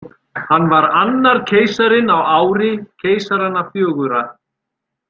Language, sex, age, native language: Icelandic, male, 40-49, Icelandic